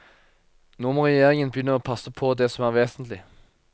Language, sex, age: Norwegian, male, 24